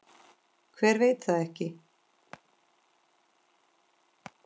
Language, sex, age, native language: Icelandic, female, 10, Icelandic